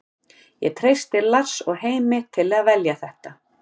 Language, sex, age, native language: Icelandic, female, 50-59, Icelandic